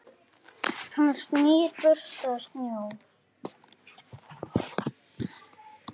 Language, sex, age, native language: Icelandic, female, 9, Icelandic